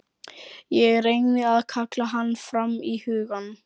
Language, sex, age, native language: Icelandic, male, 11, Icelandic